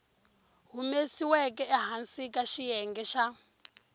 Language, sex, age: Tsonga, female, 20